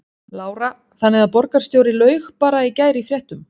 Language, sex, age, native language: Icelandic, female, 30-39, Icelandic